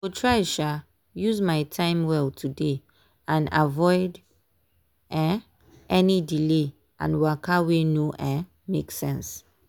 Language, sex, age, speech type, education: Nigerian Pidgin, female, 15-29, spontaneous, tertiary